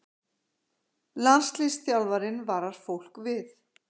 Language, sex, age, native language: Icelandic, female, 50-59, Icelandic